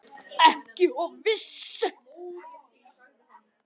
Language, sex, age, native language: Icelandic, male, 10, Icelandic